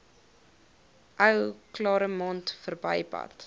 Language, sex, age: Afrikaans, female, 22